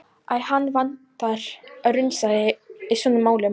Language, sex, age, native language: Icelandic, female, 18-19, Polish